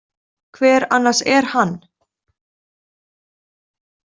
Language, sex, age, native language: Icelandic, female, 30-39, Icelandic